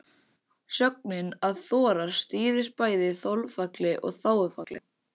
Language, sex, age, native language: Icelandic, male, 18-19, Icelandic